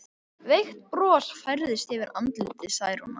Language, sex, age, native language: Icelandic, male, 11, Icelandic